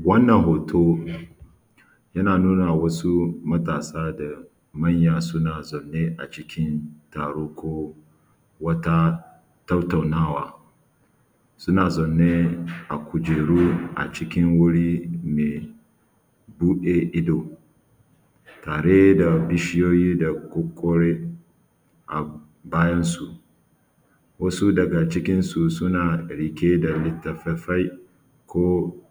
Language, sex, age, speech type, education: Hausa, male, 30-45, spontaneous, tertiary